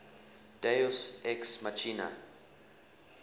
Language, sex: English, male